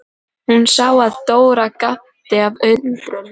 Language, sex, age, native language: Icelandic, female, 12, Icelandic